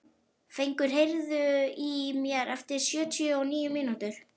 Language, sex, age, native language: Icelandic, male, 11, Icelandic